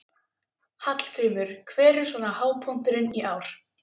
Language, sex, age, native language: Icelandic, female, 18-19, Icelandic